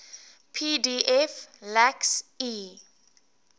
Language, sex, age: English, female, 18